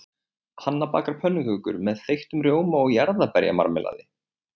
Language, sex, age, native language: Icelandic, male, 20-29, Icelandic